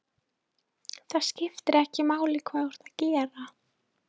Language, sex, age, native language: Icelandic, female, 13, Polish